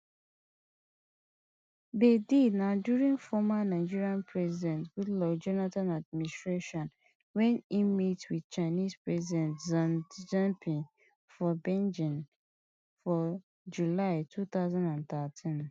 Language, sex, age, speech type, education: Nigerian Pidgin, female, 30-45, spontaneous, tertiary